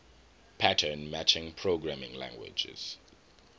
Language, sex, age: English, male, 21